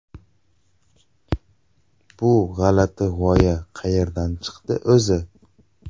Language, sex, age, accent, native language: Uzbek, male, 18-24, Andijon, Uzbek